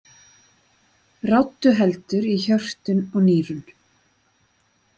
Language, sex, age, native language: Icelandic, female, 40-49, Icelandic